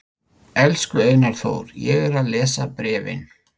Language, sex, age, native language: Icelandic, male, 50-59, Icelandic